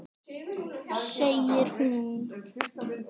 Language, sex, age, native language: Icelandic, male, 10, Icelandic